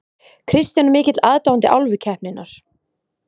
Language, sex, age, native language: Icelandic, female, 30-39, Icelandic